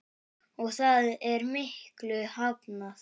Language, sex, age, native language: Icelandic, female, 9, Icelandic